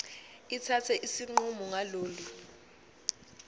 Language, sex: Zulu, female